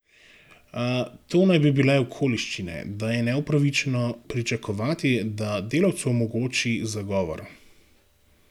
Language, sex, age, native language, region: Slovenian, male, 18-29, Slovenian, Gorenjska region